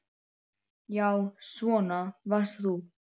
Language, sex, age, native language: Icelandic, female, 8, Icelandic